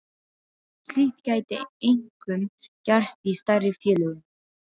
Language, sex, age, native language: Icelandic, female, 12, Icelandic